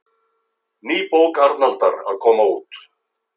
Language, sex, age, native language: Icelandic, male, 50-59, Icelandic